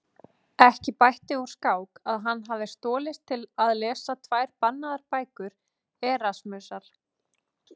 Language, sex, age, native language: Icelandic, female, 30-39, Icelandic